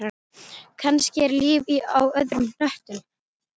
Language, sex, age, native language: Icelandic, female, 12, Icelandic